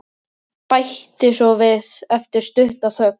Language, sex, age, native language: Icelandic, male, 13, Icelandic